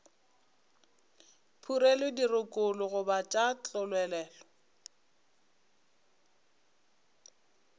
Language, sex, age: Northern Sotho, female, 25